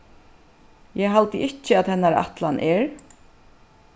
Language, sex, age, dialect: Faroese, female, 36-60, Suðuroy